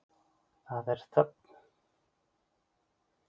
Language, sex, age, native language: Icelandic, male, 40-49, Icelandic